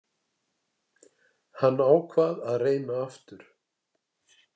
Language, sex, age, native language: Icelandic, male, 60-69, Icelandic